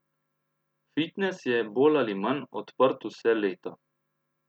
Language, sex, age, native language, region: Slovenian, male, 30-49, Slovenian, Central Slovenia